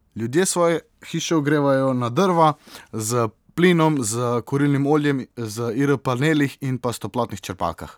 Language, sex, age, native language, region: Slovenian, male, 18-29, Slovenian, Southeast Slovenia